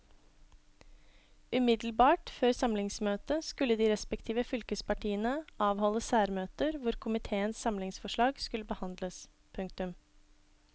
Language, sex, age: Norwegian, female, 26